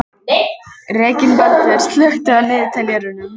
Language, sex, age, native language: Icelandic, other, 18-19, Icelandic